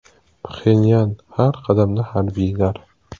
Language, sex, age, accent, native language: Uzbek, male, 18-24, Samarqand, Uzbek